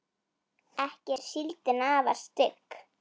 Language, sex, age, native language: Icelandic, female, 9, Icelandic